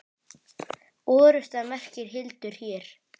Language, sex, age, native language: Icelandic, male, 10, Icelandic